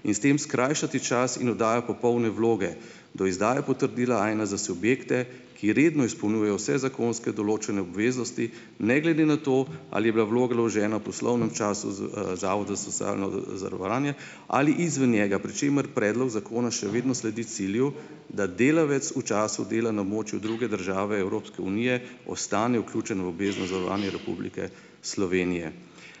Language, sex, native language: Slovenian, male, Slovenian